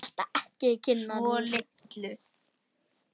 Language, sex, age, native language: Icelandic, male, 9, Icelandic